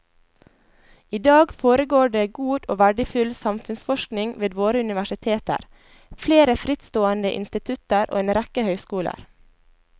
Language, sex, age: Norwegian, female, 21